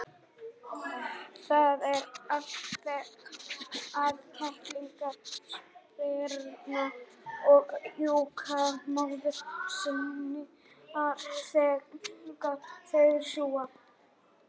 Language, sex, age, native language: Icelandic, male, 18-19, Icelandic